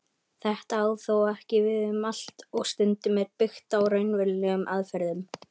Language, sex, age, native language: Icelandic, male, 18-19, Icelandic